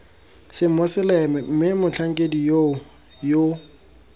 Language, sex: Tswana, male